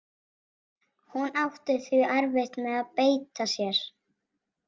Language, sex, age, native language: Icelandic, female, 18-19, Icelandic